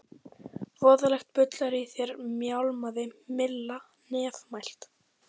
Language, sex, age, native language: Icelandic, female, 15, Icelandic